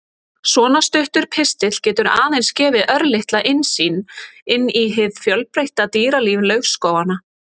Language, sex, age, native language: Icelandic, female, 30-39, Icelandic